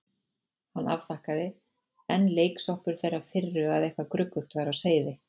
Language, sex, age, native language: Icelandic, female, 40-49, Icelandic